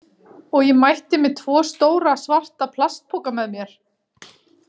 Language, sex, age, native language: Icelandic, female, 40-49, Icelandic